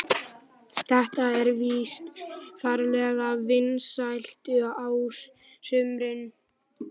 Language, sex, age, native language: Icelandic, male, 12, Icelandic